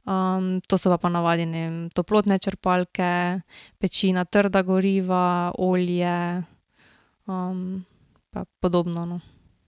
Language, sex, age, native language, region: Slovenian, female, 18-29, Slovenian, Drava region